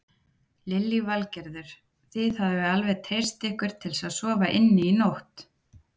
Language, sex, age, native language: Icelandic, female, 30-39, Icelandic